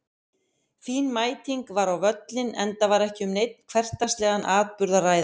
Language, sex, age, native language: Icelandic, female, 50-59, Icelandic